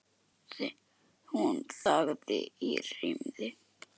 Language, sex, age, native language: Icelandic, male, 10, Icelandic